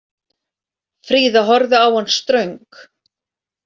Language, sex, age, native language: Icelandic, female, 40-49, Icelandic